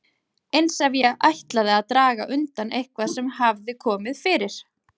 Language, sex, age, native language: Icelandic, female, 40-49, Icelandic